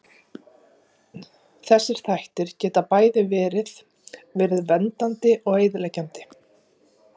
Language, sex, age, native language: Icelandic, female, 40-49, Icelandic